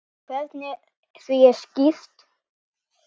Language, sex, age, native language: Icelandic, female, 9, Icelandic